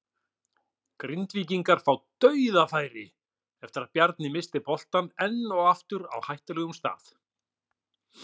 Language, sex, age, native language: Icelandic, male, 40-49, Icelandic